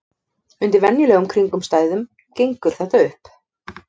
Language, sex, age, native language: Icelandic, female, 30-39, Icelandic